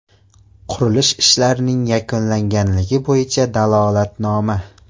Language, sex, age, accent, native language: Uzbek, male, 18-24, Surxondaryo, Uzbek